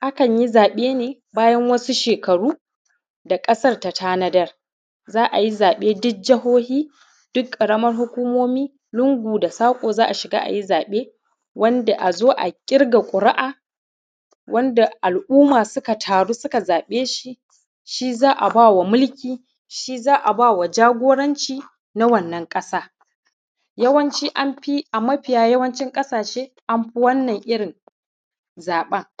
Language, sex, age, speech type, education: Hausa, female, 30-45, spontaneous, primary